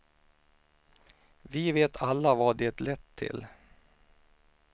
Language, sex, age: Swedish, male, 49